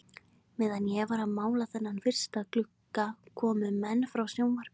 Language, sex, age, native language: Icelandic, female, 20-29, Icelandic